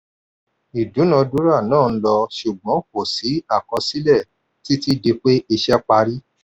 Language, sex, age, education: Yoruba, male, 46-60, tertiary